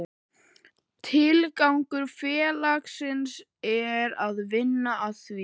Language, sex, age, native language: Icelandic, male, 11, Icelandic